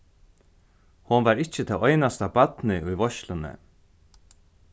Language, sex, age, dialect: Faroese, male, 36-60, Norðurstreymoy/Eysturoy